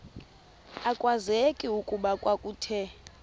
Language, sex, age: Xhosa, female, 24